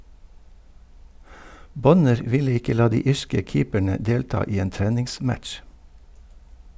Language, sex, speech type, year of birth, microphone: Norwegian, male, read, 1952, Sennheiser